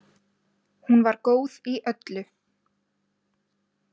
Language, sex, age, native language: Icelandic, female, 20-29, Icelandic